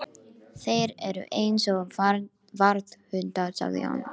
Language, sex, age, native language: Icelandic, female, 12, Icelandic